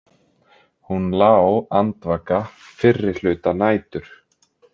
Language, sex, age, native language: Icelandic, male, 20-29, Icelandic